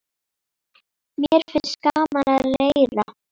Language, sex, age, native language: Icelandic, female, 8, Icelandic